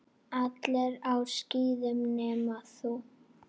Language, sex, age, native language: Icelandic, female, 8, Icelandic